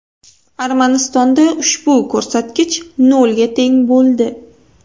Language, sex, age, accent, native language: Uzbek, female, 18-24, Toshkent viloyati, Uzbek